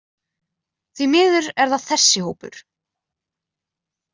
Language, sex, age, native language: Icelandic, female, 20-29, Icelandic